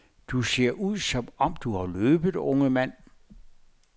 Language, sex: Danish, male